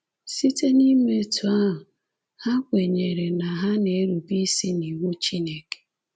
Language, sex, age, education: Igbo, female, 15-29, secondary